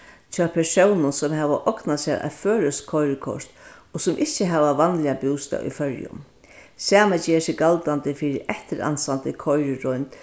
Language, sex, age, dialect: Faroese, female, 61+, Vágar